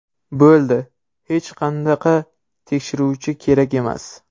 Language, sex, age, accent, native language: Uzbek, male, 12-17, Surxondaryo, Uzbek